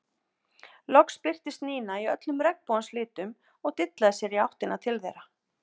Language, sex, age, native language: Icelandic, female, 50-59, Icelandic